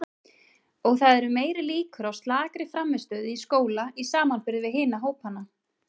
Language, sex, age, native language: Icelandic, female, 30-39, Icelandic